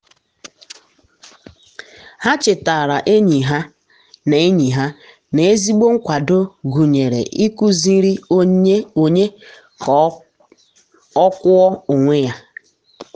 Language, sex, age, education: Igbo, female, 15-29, tertiary